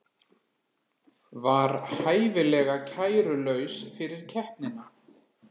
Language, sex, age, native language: Icelandic, male, 40-49, Icelandic